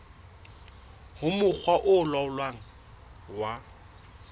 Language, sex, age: Southern Sotho, male, 26